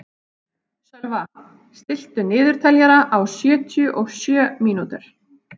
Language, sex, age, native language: Icelandic, female, 30-39, Icelandic